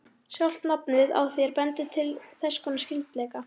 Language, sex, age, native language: Icelandic, female, 11, Icelandic